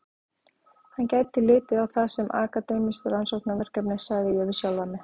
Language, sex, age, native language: Icelandic, female, 30-39, Icelandic